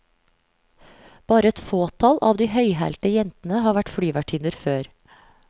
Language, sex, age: Norwegian, female, 35